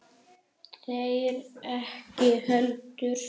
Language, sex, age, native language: Icelandic, male, 8, Icelandic